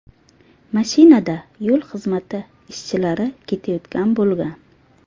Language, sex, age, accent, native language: Uzbek, female, 30-39, Buxoro, Uzbek